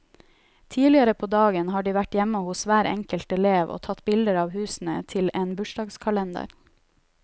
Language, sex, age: Norwegian, female, 31